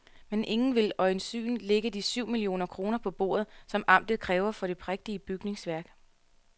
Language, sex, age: Danish, female, 33